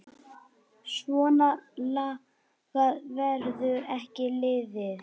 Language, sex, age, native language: Icelandic, female, 9, Icelandic